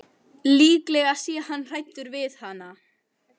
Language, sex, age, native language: Icelandic, female, 11, Icelandic